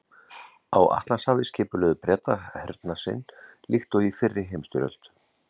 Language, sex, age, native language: Icelandic, male, 40-49, Icelandic